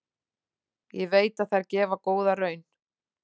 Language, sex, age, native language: Icelandic, female, 40-49, Icelandic